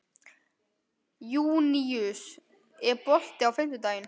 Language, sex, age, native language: Icelandic, male, 12, Icelandic